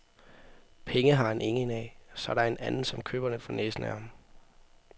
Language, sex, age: Danish, male, 18